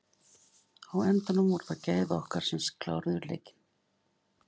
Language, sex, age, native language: Icelandic, female, 50-59, Icelandic